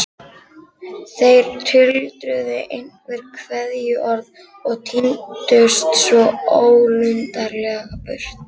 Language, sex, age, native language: Icelandic, female, 11, Icelandic